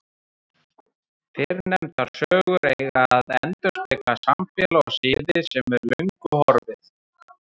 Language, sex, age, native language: Icelandic, male, 30-39, Icelandic